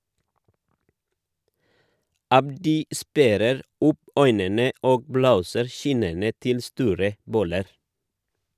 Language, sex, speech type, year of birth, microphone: Norwegian, male, read, 1978, Shure